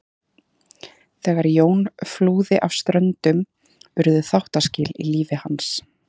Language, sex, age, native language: Icelandic, female, 30-39, Icelandic